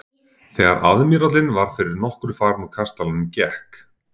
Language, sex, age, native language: Icelandic, male, 40-49, Icelandic